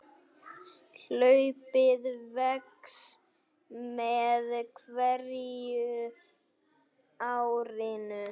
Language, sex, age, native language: Icelandic, male, 9, Icelandic